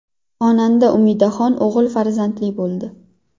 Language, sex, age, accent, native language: Uzbek, female, 19-29, Qashqadaryo, Uzbek